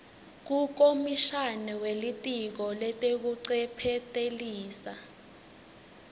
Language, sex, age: Swati, female, 19